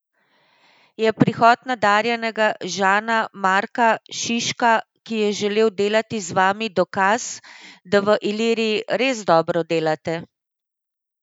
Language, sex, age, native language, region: Slovenian, female, 50-59, Slovenian, Central Slovenia